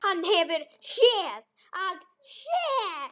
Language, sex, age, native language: Icelandic, female, 10, Icelandic